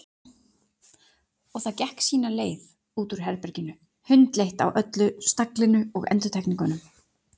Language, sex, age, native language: Icelandic, female, 40-49, Icelandic